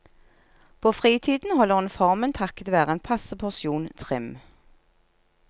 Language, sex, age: Norwegian, female, 46